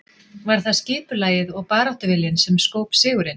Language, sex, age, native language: Icelandic, female, 40-49, Icelandic